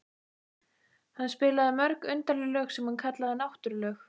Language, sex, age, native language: Icelandic, female, 15, Icelandic